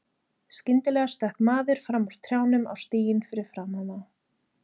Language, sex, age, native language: Icelandic, female, 30-39, Icelandic